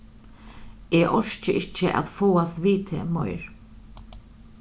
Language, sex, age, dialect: Faroese, female, 36-60, Norðurstreymoy/Eysturoy